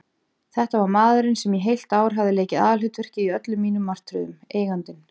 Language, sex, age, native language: Icelandic, female, 40-49, Icelandic